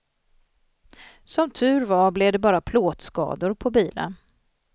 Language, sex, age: Swedish, female, 40